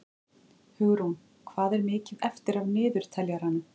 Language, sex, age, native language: Icelandic, female, 40-49, Icelandic